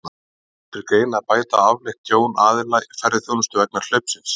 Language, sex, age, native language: Icelandic, male, 30-39, Icelandic